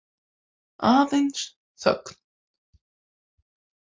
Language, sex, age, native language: Icelandic, male, 18-19, Icelandic